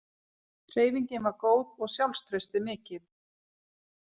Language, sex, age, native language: Icelandic, female, 40-49, Icelandic